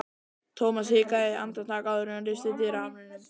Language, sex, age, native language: Icelandic, male, 12, Icelandic